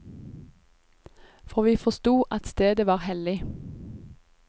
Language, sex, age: Norwegian, female, 25